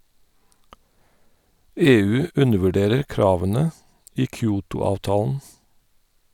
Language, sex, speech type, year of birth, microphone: Norwegian, male, read, 1972, Sennheiser